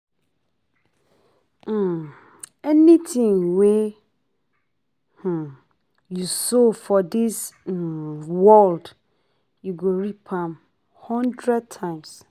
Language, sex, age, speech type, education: Nigerian Pidgin, female, 30-45, spontaneous, tertiary